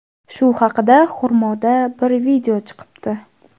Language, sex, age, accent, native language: Uzbek, female, 18-24, Navoiy, Uzbek